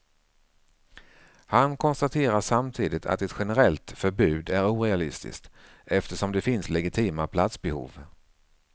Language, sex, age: Swedish, male, 49